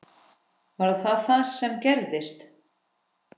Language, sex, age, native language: Icelandic, female, 10, Icelandic